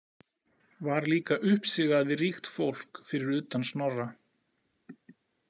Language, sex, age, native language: Icelandic, male, 40-49, Icelandic